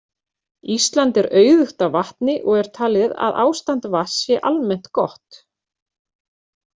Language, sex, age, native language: Icelandic, female, 40-49, Icelandic